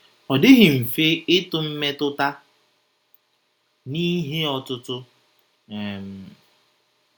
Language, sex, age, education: Igbo, male, 30-45, tertiary